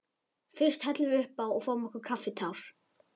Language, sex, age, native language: Icelandic, male, 11, Icelandic